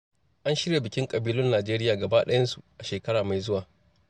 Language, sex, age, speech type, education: Hausa, male, 30-45, spontaneous, tertiary